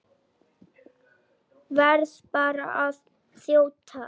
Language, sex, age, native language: Icelandic, female, 8, Icelandic